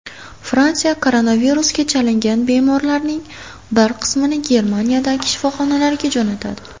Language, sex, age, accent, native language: Uzbek, female, 18-24, Samarqand, Uzbek